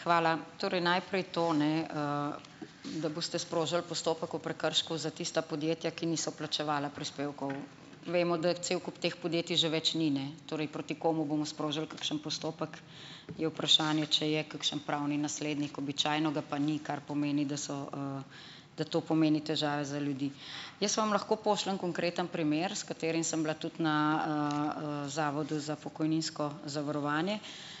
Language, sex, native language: Slovenian, female, Slovenian